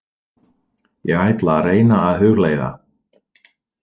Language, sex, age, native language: Icelandic, male, 40-49, Dutch